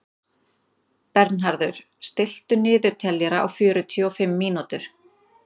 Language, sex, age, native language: Icelandic, female, 30-39, Icelandic